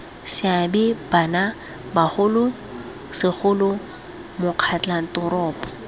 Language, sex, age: Tswana, female, 21